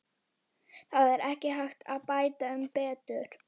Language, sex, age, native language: Icelandic, female, 11, Icelandic